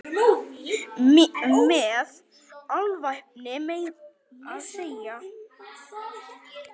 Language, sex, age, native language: Icelandic, male, 9, Icelandic